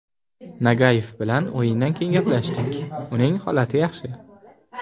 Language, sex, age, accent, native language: Uzbek, male, under 19, Jizzax, Uzbek